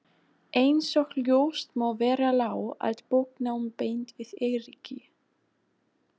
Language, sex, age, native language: Icelandic, female, 20-29, German